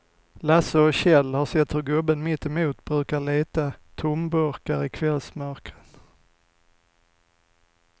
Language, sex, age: Swedish, male, 45